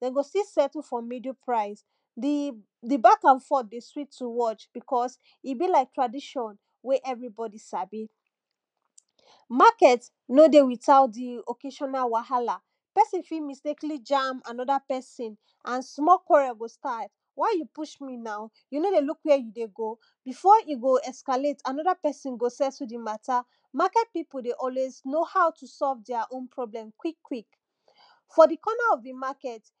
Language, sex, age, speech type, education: Nigerian Pidgin, female, 15-29, spontaneous, tertiary